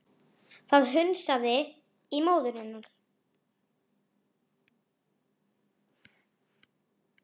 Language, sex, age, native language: Icelandic, female, 40-49, Icelandic